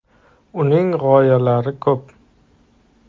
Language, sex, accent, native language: Uzbek, male, Toshkent shahri, Uzbek